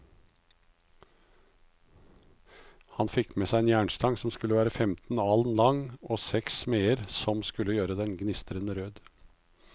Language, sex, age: Norwegian, male, 56